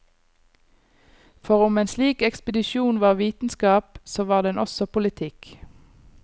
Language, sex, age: Norwegian, female, 39